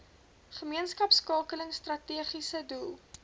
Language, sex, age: Afrikaans, female, 21